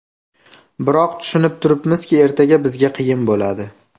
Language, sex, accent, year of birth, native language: Uzbek, male, Farg'ona, 2000, Uzbek